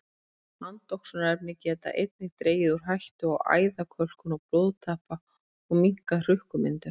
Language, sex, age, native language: Icelandic, female, 30-39, Icelandic